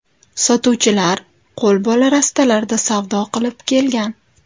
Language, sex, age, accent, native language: Uzbek, female, 25-34, Toshkent viloyati, Uzbek